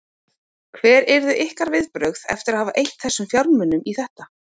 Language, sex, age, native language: Icelandic, female, 30-39, Icelandic